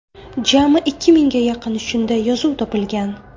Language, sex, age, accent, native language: Uzbek, female, 18-24, Buxoro, Uzbek